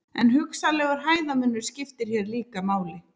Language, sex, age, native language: Icelandic, female, 30-39, Icelandic